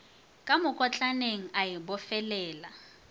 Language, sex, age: Northern Sotho, female, 24